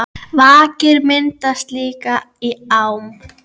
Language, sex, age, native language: Icelandic, female, 10, Icelandic